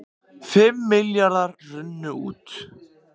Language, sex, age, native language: Icelandic, other, 18-19, Icelandic